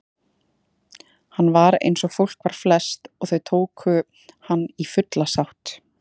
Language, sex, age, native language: Icelandic, female, 30-39, Icelandic